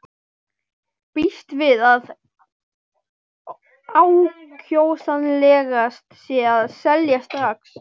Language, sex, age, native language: Icelandic, male, 12, Icelandic